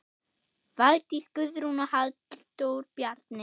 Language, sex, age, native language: Icelandic, female, 8, German